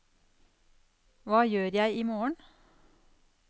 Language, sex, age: Norwegian, female, 46